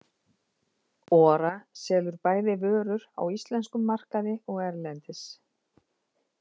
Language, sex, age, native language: Icelandic, female, 50-59, Icelandic